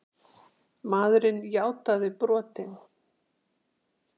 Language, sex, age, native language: Icelandic, female, 60-69, Icelandic